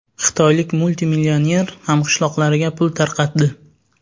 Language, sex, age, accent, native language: Uzbek, male, 18-24, Sirdaryo, Uzbek